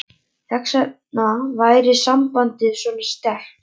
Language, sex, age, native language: Icelandic, male, 11, Icelandic